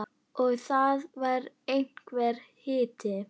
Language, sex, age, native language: Icelandic, female, 9, Icelandic